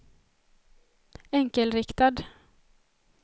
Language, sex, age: Swedish, female, 20